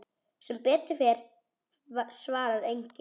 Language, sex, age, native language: Icelandic, female, 10, Icelandic